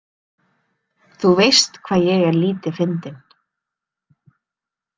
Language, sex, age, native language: Icelandic, female, 30-39, Icelandic